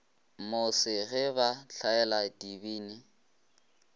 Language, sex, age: Northern Sotho, male, 20